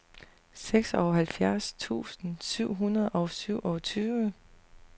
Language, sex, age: Danish, female, 40